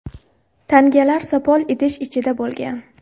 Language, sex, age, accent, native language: Uzbek, female, 18-24, Xorazm, Uzbek